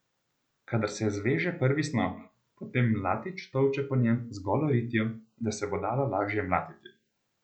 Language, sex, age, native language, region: Slovenian, male, 18-29, Slovenian, Central Slovenia